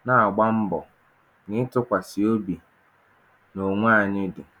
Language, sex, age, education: Igbo, male, 15-29, tertiary